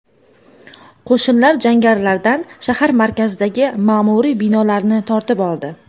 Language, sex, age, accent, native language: Uzbek, female, under 19, Toshkent viloyati, Uzbek